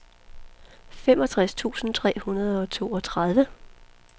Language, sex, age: Danish, female, 43